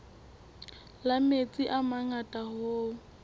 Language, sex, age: Southern Sotho, female, 18